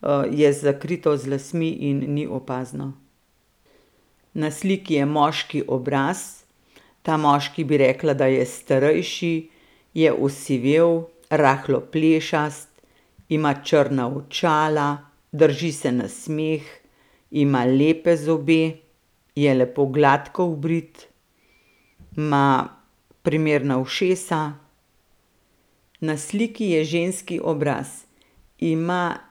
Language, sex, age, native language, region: Slovenian, female, 50-59, Slovenian, Central Slovenia